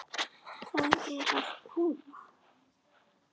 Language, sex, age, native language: Icelandic, female, 8, Icelandic